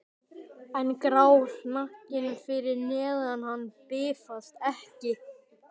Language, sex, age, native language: Icelandic, male, 12, Icelandic